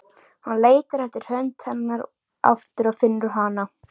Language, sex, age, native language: Icelandic, female, 13, Icelandic